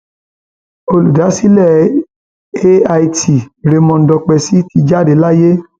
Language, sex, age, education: Yoruba, male, 30-45, tertiary